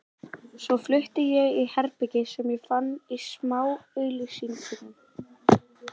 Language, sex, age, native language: Icelandic, female, 13, Icelandic